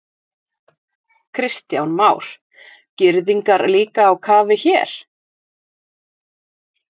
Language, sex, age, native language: Icelandic, female, 30-39, Icelandic